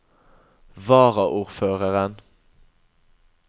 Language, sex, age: Norwegian, male, 21